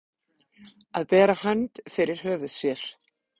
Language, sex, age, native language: Icelandic, female, 40-49, Icelandic